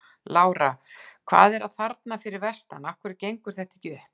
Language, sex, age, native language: Icelandic, female, 60-69, Icelandic